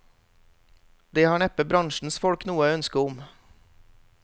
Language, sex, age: Norwegian, male, 32